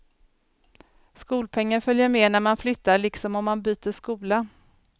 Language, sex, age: Swedish, female, 40